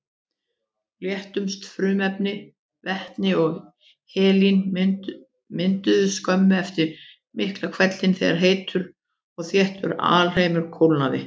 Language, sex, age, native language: Icelandic, female, 50-59, Icelandic